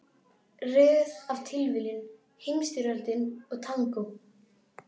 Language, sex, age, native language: Icelandic, female, 12, Icelandic